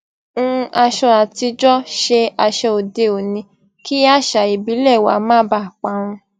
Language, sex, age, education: Yoruba, female, 15-29, tertiary